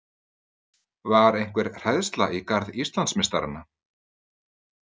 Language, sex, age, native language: Icelandic, male, 30-39, Icelandic